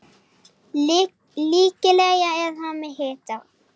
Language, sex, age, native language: Icelandic, female, 8, Icelandic